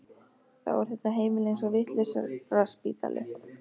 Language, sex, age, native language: Icelandic, female, 13, Icelandic